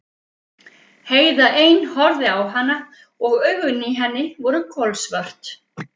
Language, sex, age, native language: Icelandic, female, 50-59, Icelandic